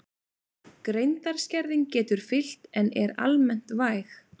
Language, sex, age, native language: Icelandic, female, 20-29, Icelandic